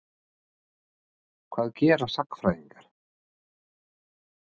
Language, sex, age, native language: Icelandic, male, 50-59, Icelandic